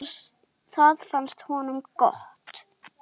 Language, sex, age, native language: Icelandic, female, 9, Icelandic